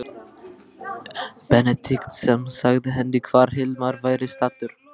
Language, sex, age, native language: Icelandic, male, 12, Icelandic